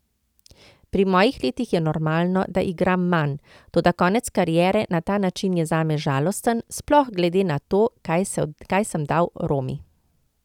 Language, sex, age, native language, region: Slovenian, female, 50-59, Slovenian, Central Slovenia